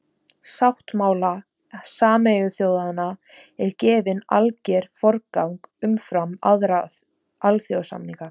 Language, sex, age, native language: Icelandic, female, 17, Icelandic